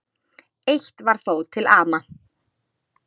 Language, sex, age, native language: Icelandic, female, 30-39, Icelandic